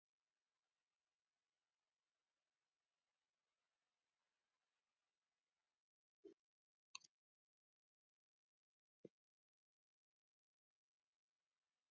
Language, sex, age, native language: Icelandic, female, 30-39, Icelandic